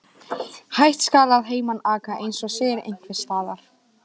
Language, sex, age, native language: Icelandic, female, 18-19, Icelandic